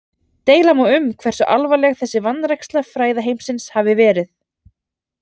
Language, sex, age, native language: Icelandic, female, 30-39, Icelandic